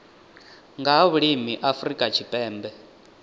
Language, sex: Venda, male